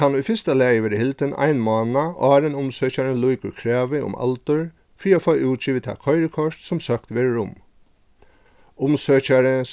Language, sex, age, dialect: Faroese, male, 36-60, Suðurstreymoy